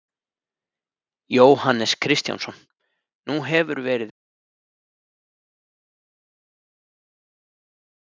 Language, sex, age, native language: Icelandic, male, 30-39, Icelandic